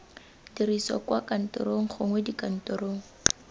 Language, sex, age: Tswana, female, 18